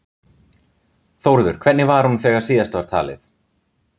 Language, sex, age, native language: Icelandic, male, 30-39, Icelandic